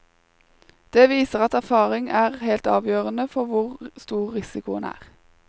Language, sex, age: Norwegian, female, 21